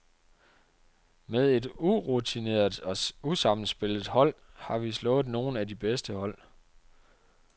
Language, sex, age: Danish, male, 30